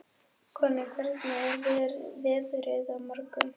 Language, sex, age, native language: Icelandic, female, 11, German